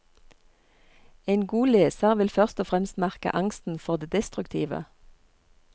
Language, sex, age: Norwegian, female, 39